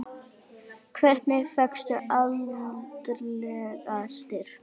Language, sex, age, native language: Icelandic, female, 8, Icelandic